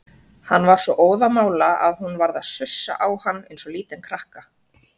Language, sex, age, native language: Icelandic, female, 20-29, Icelandic